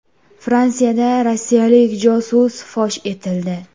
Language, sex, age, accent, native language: Uzbek, female, 18-24, Jizzax, Uzbek